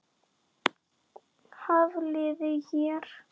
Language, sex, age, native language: Icelandic, female, 9, Icelandic